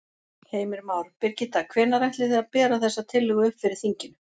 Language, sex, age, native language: Icelandic, female, 40-49, Icelandic